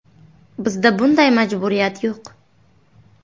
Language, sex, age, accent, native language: Uzbek, female, 18-24, Buxoro, Uzbek